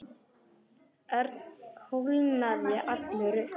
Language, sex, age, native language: Icelandic, male, 10, Polish